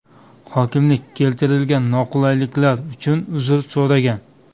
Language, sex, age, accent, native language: Uzbek, male, 25-34, Toshkent viloyati, Uzbek